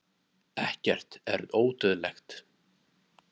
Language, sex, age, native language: Icelandic, male, 30-39, Icelandic